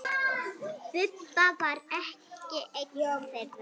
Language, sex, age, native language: Icelandic, female, 6, Icelandic